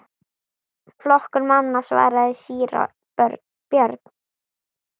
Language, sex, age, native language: Icelandic, female, 10, Icelandic